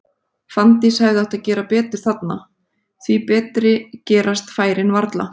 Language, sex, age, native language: Icelandic, female, 30-39, Icelandic